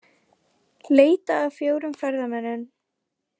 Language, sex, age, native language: Icelandic, female, 20-29, Icelandic